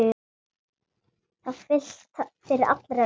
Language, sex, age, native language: Icelandic, female, 8, Icelandic